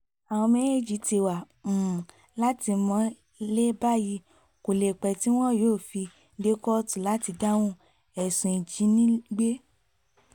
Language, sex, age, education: Yoruba, female, 15-29, tertiary